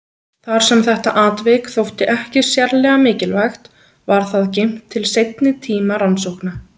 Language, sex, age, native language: Icelandic, female, 20-29, Icelandic